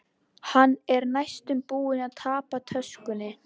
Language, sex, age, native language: Icelandic, female, 11, Icelandic